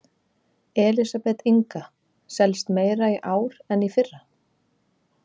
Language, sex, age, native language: Icelandic, female, 30-39, Icelandic